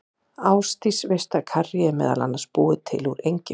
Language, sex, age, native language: Icelandic, female, 40-49, Icelandic